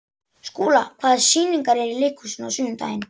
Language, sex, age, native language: Icelandic, male, 11, Icelandic